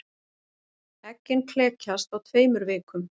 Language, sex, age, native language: Icelandic, female, 40-49, Icelandic